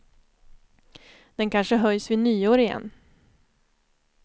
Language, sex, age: Swedish, female, 29